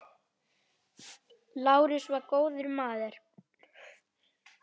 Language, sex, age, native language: Icelandic, female, 10, Icelandic